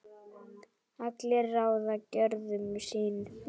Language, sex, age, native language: Icelandic, female, 10, Icelandic